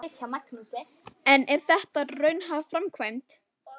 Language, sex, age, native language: Icelandic, male, 12, Icelandic